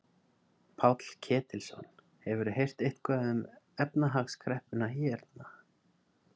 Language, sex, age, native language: Icelandic, male, 30-39, Icelandic